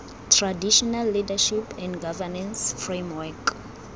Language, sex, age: Tswana, female, 21